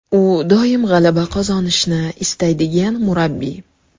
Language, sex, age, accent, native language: Uzbek, female, 18-24, Toshkent shahri, Uzbek